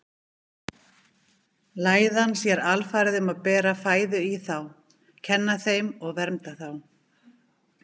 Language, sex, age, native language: Icelandic, female, 50-59, Icelandic